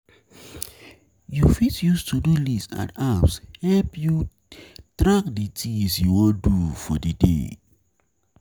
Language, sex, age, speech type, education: Nigerian Pidgin, male, 15-29, spontaneous, tertiary